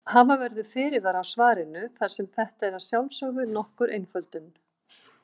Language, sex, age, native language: Icelandic, female, 50-59, Icelandic